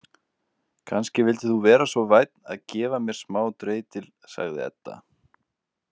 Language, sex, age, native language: Icelandic, male, 20-29, Icelandic